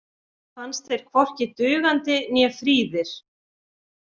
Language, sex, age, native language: Icelandic, female, 40-49, Icelandic